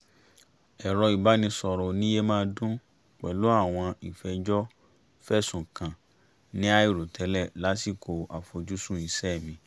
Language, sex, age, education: Yoruba, male, 30-45, tertiary